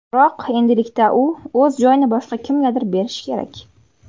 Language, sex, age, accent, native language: Uzbek, female, 18-24, Surxondaryo, Uzbek